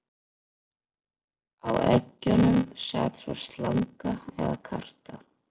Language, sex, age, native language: Icelandic, female, 40-49, Icelandic